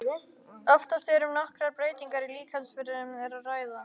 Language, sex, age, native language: Icelandic, female, 11, Icelandic